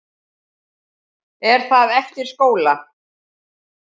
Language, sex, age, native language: Icelandic, female, 60-69, Icelandic